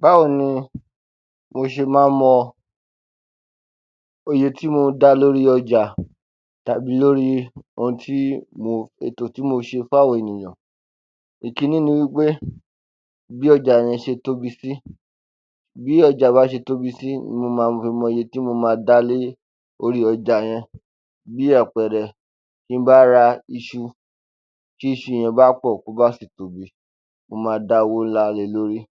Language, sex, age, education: Yoruba, male, 15-29, tertiary